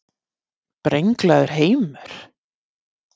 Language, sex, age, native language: Icelandic, female, 50-59, Icelandic